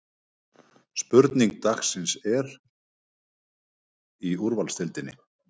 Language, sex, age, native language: Icelandic, male, 50-59, Icelandic